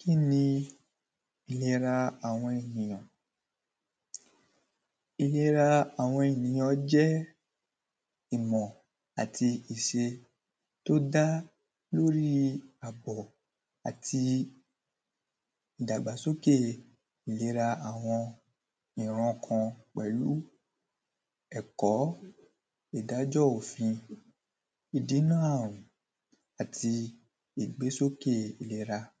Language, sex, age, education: Yoruba, male, 15-29, primary